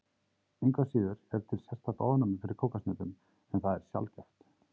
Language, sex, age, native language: Icelandic, male, 30-39, Icelandic